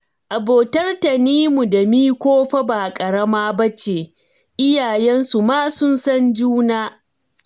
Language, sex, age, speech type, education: Hausa, female, 30-45, read, tertiary